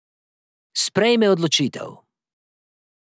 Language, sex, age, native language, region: Slovenian, male, 30-49, Slovenian, Drava region